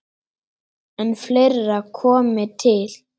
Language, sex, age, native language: Icelandic, male, 8, Icelandic